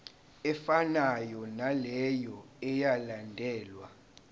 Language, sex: Zulu, male